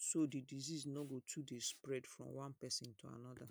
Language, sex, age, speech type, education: Nigerian Pidgin, female, 30-45, spontaneous, secondary